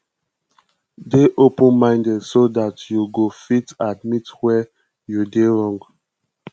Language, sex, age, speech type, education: Nigerian Pidgin, male, 15-29, spontaneous, tertiary